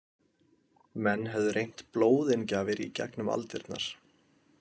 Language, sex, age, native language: Icelandic, male, 20-29, Icelandic